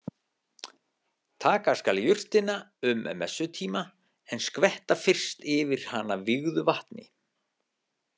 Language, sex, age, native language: Icelandic, male, 50-59, Icelandic